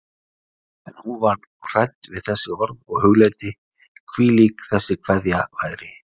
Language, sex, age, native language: Icelandic, male, 60-69, Icelandic